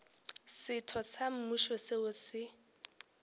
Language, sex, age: Northern Sotho, female, 18